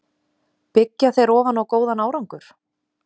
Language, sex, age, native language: Icelandic, female, 20-29, Icelandic